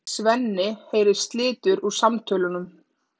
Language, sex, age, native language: Icelandic, female, 30-39, Icelandic